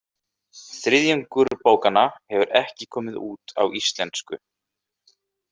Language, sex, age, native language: Icelandic, male, 30-39, Icelandic